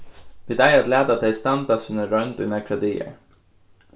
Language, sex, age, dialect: Faroese, male, 15-35, Suðurstreymoy